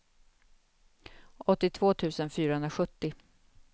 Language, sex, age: Swedish, female, 48